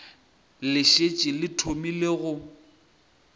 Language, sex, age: Northern Sotho, male, 23